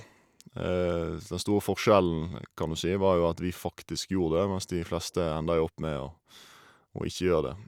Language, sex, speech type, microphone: Norwegian, male, spontaneous, Shure